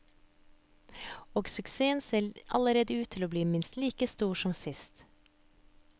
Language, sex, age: Norwegian, female, 30